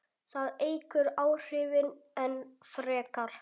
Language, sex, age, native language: Icelandic, male, 10, Icelandic